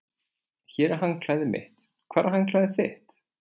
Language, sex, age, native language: Icelandic, male, 20-29, Icelandic